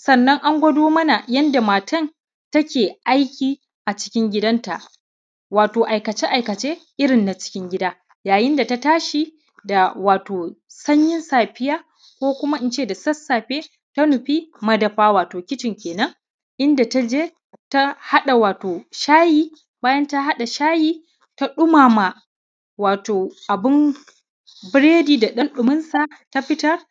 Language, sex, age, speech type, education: Hausa, male, 30-45, spontaneous, primary